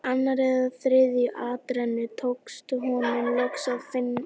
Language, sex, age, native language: Icelandic, female, 18-19, Icelandic